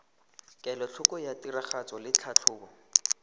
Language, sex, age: Tswana, male, 19